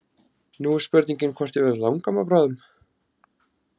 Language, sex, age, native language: Icelandic, male, 30-39, Icelandic